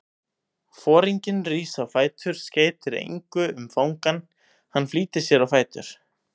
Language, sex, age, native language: Icelandic, male, 18-19, Icelandic